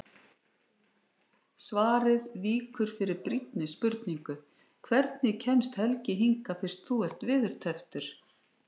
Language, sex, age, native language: Icelandic, female, 60-69, Icelandic